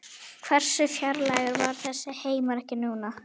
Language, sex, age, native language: Icelandic, female, 11, Icelandic